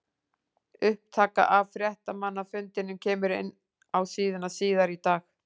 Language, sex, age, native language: Icelandic, female, 40-49, Icelandic